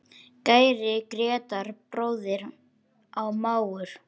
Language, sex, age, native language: Icelandic, male, 8, Icelandic